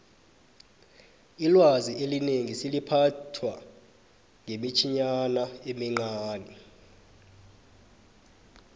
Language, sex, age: South Ndebele, male, 23